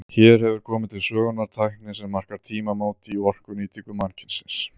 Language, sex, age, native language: Icelandic, male, 30-39, Icelandic